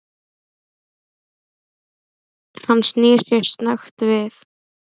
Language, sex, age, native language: Icelandic, female, 10, Icelandic